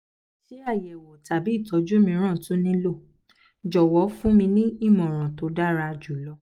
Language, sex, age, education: Yoruba, female, 15-29, tertiary